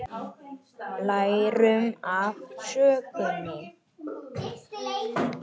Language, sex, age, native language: Icelandic, female, 40-49, Icelandic